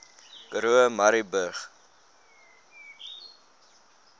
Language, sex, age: Afrikaans, male, 20